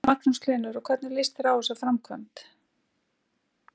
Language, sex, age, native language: Icelandic, female, 60-69, Icelandic